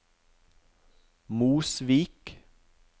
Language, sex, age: Norwegian, male, 41